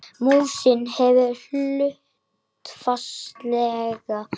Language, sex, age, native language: Icelandic, male, 40-49, Icelandic